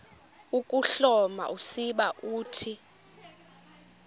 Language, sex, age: Xhosa, female, 24